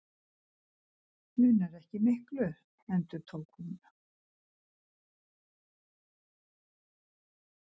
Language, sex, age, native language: Icelandic, female, 60-69, Icelandic